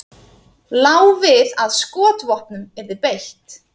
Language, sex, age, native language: Icelandic, female, 30-39, Icelandic